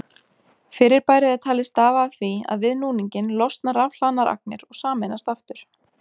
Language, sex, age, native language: Icelandic, female, 20-29, Icelandic